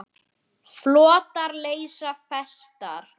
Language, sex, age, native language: Icelandic, male, 10, Icelandic